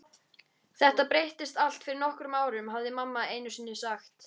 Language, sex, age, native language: Icelandic, female, 13, Icelandic